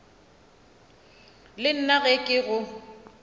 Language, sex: Northern Sotho, female